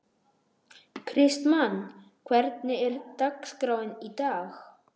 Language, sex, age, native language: Icelandic, male, 12, Icelandic